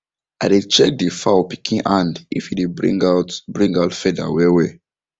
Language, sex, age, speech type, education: Nigerian Pidgin, male, 15-29, spontaneous, tertiary